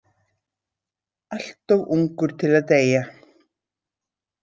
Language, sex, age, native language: Icelandic, female, 60-69, Icelandic